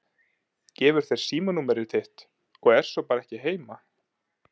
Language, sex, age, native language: Icelandic, male, 30-39, Icelandic